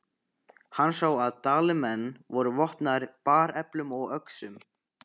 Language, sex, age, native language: Icelandic, male, 15, Icelandic